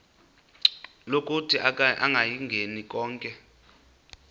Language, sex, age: Xhosa, male, 26